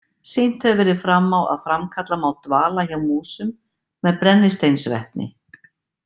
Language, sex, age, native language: Icelandic, female, 50-59, Icelandic